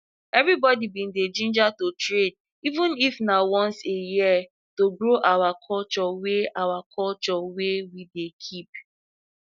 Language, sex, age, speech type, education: Nigerian Pidgin, female, 15-29, spontaneous, tertiary